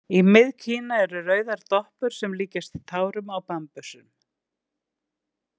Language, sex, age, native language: Icelandic, female, 60-69, Icelandic